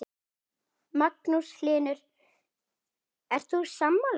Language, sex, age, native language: Icelandic, female, 10, Icelandic